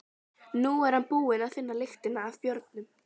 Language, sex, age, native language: Icelandic, female, 12, Icelandic